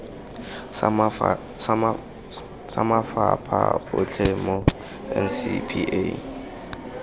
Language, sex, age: Tswana, male, 19